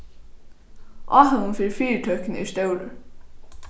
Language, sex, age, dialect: Faroese, female, 15-35, Norðurstreymoy/Eysturoy